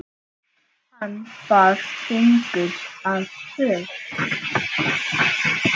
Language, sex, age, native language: Icelandic, male, 7, Icelandic